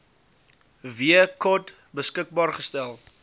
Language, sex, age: Afrikaans, male, 20